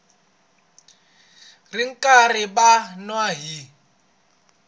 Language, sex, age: Tsonga, male, 26